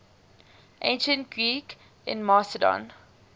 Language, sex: English, female